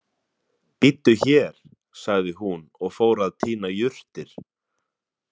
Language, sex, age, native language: Icelandic, male, 30-39, Icelandic